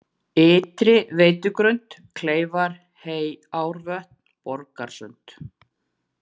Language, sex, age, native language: Icelandic, female, 40-49, Icelandic